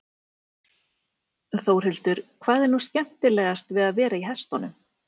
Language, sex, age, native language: Icelandic, female, 40-49, Icelandic